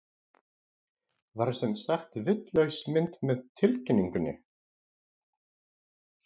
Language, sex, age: Icelandic, male, 40-49